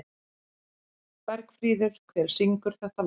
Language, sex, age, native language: Icelandic, female, 30-39, Icelandic